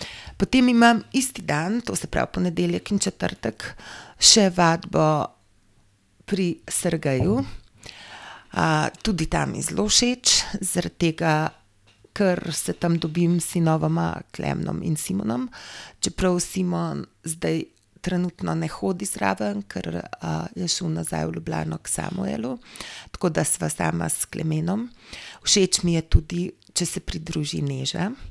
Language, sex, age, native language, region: Slovenian, female, 50-59, Slovenian, Gorenjska region